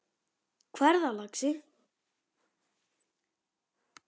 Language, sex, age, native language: Icelandic, male, 10, Icelandic